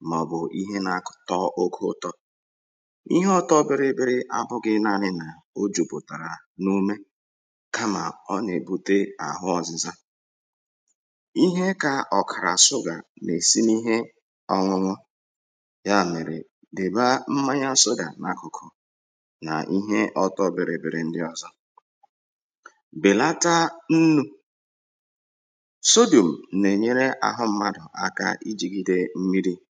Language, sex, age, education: Igbo, male, 46-60, tertiary